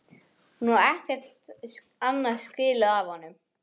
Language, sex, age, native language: Icelandic, male, 11, English